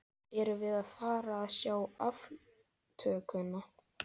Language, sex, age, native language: Icelandic, male, 11, Icelandic